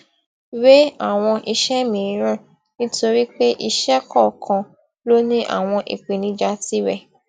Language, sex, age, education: Yoruba, female, 15-29, tertiary